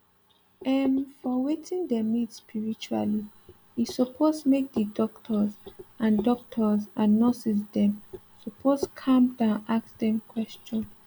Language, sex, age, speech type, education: Nigerian Pidgin, female, 15-29, spontaneous, tertiary